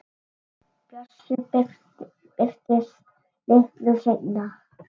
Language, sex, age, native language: Icelandic, male, 7, Icelandic